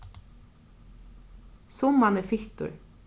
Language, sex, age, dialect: Faroese, female, 36-60, Norðurstreymoy/Eysturoy